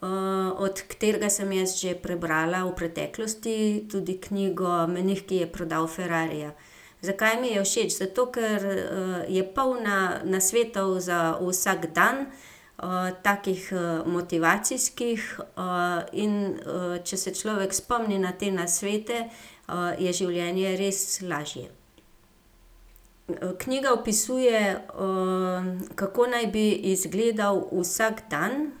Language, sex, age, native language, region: Slovenian, female, 50-59, Slovenian, Gorenjska region